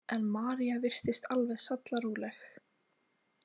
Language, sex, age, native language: Icelandic, female, 18-19, Icelandic